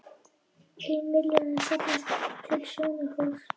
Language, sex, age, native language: Icelandic, female, 21, Icelandic